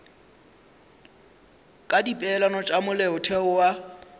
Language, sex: Northern Sotho, male